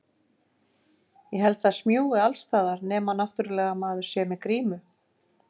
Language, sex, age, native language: Icelandic, female, 50-59, Icelandic